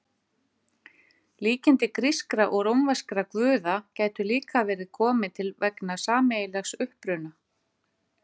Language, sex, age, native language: Icelandic, female, 50-59, Icelandic